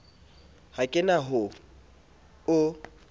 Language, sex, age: Southern Sotho, male, 27